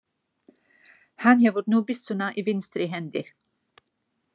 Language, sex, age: Icelandic, female, 50-59